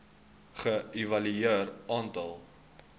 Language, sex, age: Afrikaans, male, 19